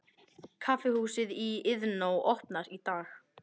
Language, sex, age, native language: Icelandic, male, 18-19, Icelandic